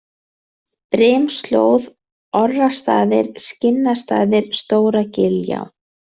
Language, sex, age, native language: Icelandic, female, 30-39, Icelandic